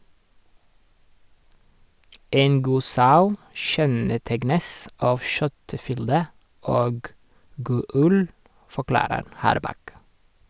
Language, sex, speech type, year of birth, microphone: Norwegian, male, read, 1986, Sennheiser